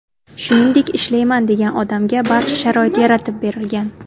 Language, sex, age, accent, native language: Uzbek, female, 18-24, Toshkent shahri, Uzbek